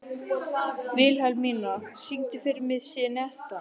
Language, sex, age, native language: Icelandic, male, 11, Icelandic